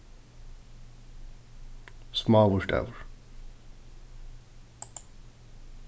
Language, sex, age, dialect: Faroese, male, 15-35, Suðurstreymoy